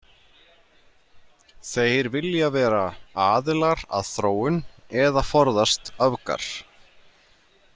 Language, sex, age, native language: Icelandic, male, 40-49, Icelandic